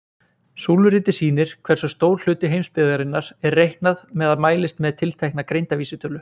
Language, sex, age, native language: Icelandic, male, 20-29, Icelandic